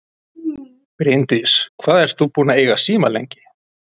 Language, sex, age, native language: Icelandic, male, 30-39, Icelandic